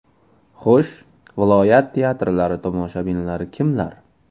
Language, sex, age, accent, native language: Uzbek, male, 18-24, Toshkent viloyati, Uzbek